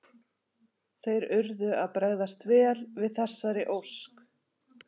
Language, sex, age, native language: Icelandic, female, 11, Icelandic